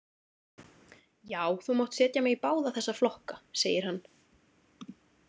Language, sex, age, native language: Icelandic, female, 30-39, Icelandic